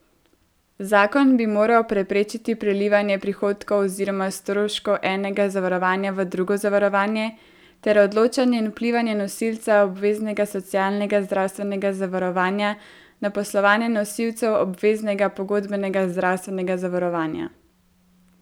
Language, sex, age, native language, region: Slovenian, female, 18-29, Slovenian, Central Slovenia